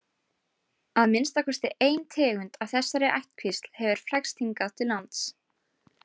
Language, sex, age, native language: Icelandic, female, 18-19, Icelandic